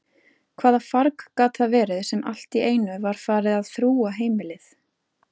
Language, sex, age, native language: Icelandic, female, 30-39, Icelandic